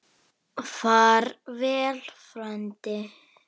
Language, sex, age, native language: Icelandic, female, 9, Icelandic